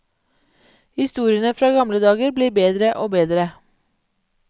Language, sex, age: Norwegian, female, 31